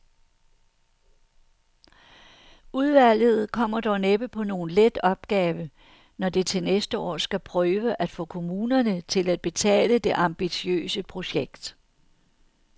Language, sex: Danish, female